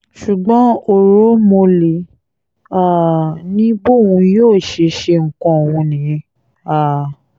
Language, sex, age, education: Yoruba, female, 15-29, tertiary